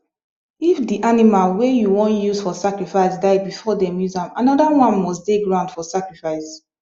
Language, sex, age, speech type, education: Nigerian Pidgin, female, 15-29, spontaneous, tertiary